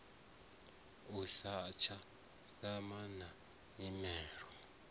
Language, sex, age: Venda, male, 34